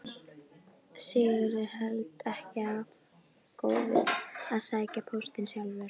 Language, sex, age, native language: Icelandic, female, 11, Icelandic